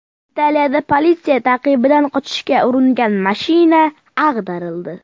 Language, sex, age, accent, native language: Uzbek, male, under 19, Farg'ona, Uzbek